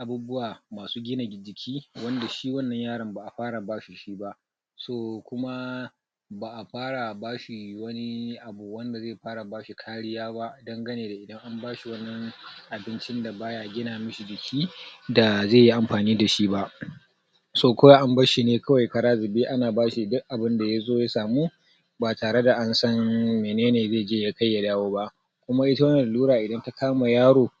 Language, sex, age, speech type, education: Hausa, male, 30-45, spontaneous, tertiary